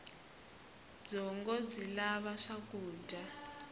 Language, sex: Tsonga, male